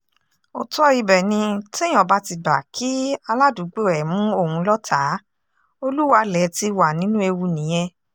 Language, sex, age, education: Yoruba, female, 15-29, tertiary